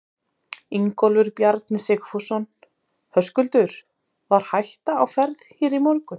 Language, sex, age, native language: Icelandic, female, 30-39, Icelandic